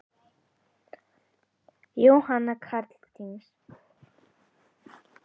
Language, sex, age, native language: Icelandic, female, 10, Icelandic